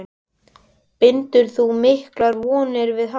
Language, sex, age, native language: Icelandic, male, 12, Icelandic